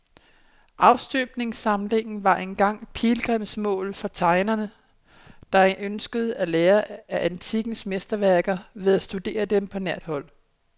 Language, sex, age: Danish, female, 27